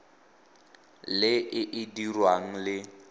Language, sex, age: Tswana, male, 18